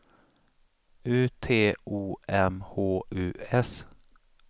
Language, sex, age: Swedish, male, 35